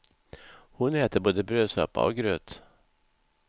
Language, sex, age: Swedish, male, 64